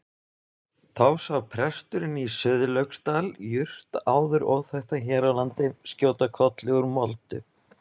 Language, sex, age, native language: Icelandic, male, 20-29, Icelandic